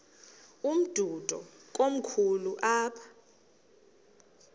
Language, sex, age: Xhosa, female, 38